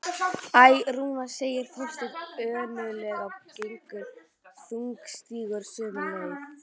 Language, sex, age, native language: Icelandic, female, 12, Icelandic